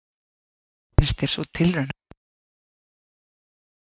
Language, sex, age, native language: Icelandic, female, 40-49, Icelandic